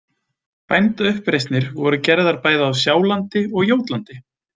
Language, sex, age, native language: Icelandic, male, 20-29, Icelandic